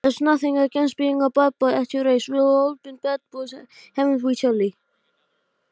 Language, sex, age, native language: Icelandic, male, 12, Icelandic